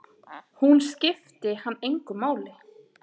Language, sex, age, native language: Icelandic, male, 8, Icelandic